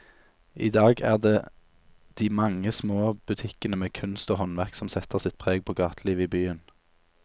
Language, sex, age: Norwegian, male, 27